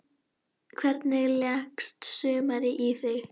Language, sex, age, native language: Icelandic, female, 10, Icelandic